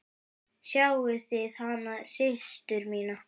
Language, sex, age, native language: Icelandic, female, 9, Icelandic